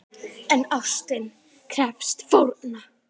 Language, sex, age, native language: Icelandic, female, 9, Icelandic